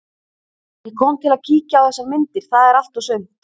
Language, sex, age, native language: Icelandic, female, 30-39, Icelandic